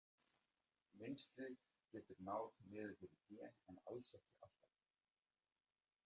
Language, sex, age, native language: Icelandic, male, 50-59, Icelandic